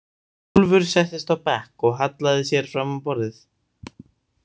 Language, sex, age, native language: Icelandic, male, 18-19, Icelandic